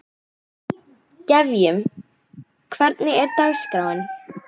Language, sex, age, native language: Icelandic, female, 11, Icelandic